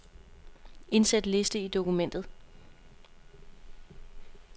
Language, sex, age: Danish, female, 27